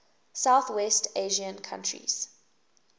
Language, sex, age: English, female, 19